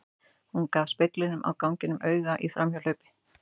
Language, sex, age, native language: Icelandic, male, 12, Icelandic